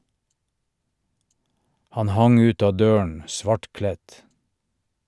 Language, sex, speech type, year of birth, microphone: Norwegian, male, read, 1951, Shure